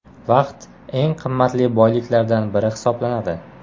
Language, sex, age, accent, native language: Uzbek, male, 18-24, Jizzax, Uzbek